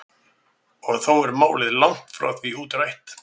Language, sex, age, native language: Icelandic, male, 60-69, Icelandic